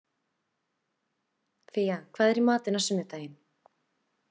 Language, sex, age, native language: Icelandic, female, 30-39, Icelandic